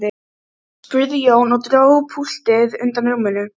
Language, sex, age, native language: Icelandic, female, 12, Icelandic